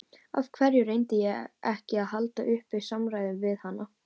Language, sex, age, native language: Icelandic, female, 18-19, Icelandic